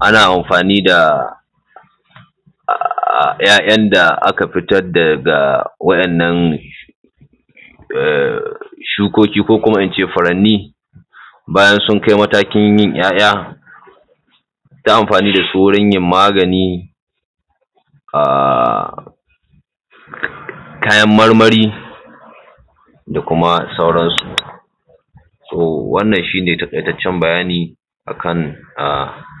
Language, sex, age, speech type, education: Hausa, male, 15-29, spontaneous, tertiary